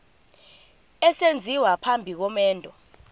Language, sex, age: Zulu, female, 25